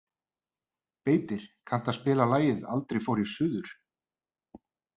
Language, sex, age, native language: Icelandic, male, 30-39, Icelandic